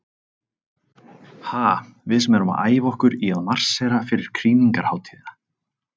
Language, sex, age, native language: Icelandic, male, 30-39, Icelandic